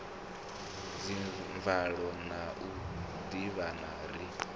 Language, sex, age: Venda, male, 26